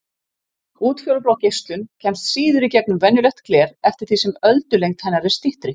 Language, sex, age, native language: Icelandic, female, 50-59, Icelandic